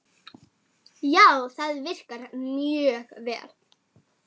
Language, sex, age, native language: Icelandic, female, 10, Icelandic